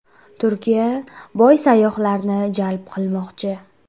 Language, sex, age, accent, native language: Uzbek, female, 18-24, Jizzax, Uzbek